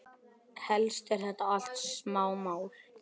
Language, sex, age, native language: Icelandic, male, 10, Icelandic